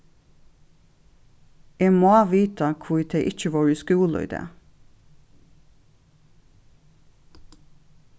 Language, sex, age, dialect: Faroese, female, 36-60, Suðurstreymoy